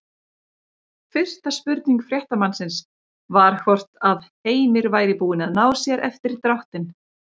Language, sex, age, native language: Icelandic, female, 30-39, Icelandic